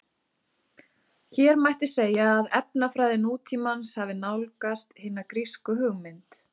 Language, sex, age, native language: Icelandic, female, 30-39, Icelandic